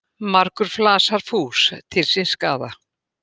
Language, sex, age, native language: Icelandic, female, 80-89, Icelandic